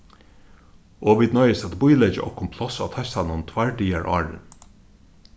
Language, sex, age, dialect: Faroese, male, 36-60, Suðurstreymoy